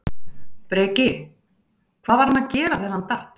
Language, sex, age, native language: Icelandic, female, 30-39, Icelandic